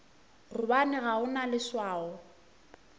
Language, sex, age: Northern Sotho, female, 24